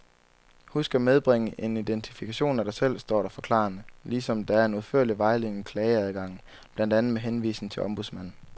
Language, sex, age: Danish, male, 23